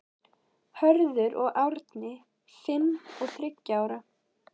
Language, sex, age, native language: Icelandic, female, 11, Icelandic